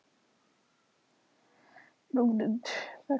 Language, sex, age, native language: Icelandic, female, 18-19, Icelandic